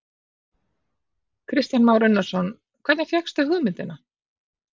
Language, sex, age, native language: Icelandic, female, 40-49, Icelandic